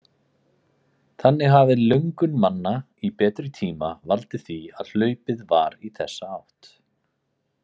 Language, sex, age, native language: Icelandic, male, 40-49, Icelandic